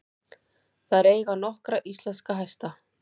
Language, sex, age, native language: Icelandic, female, 40-49, Icelandic